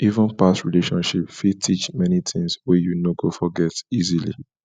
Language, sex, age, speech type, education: Nigerian Pidgin, male, 15-29, spontaneous, tertiary